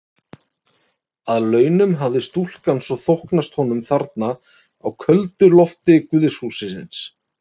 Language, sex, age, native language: Icelandic, male, 30-39, Icelandic